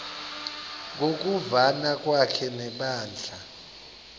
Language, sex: Xhosa, male